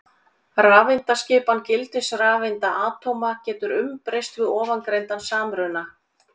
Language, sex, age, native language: Icelandic, female, 40-49, Icelandic